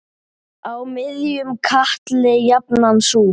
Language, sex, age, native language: Icelandic, male, 8, Icelandic